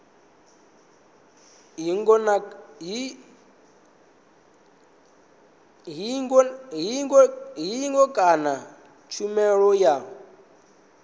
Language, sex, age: Venda, male, 19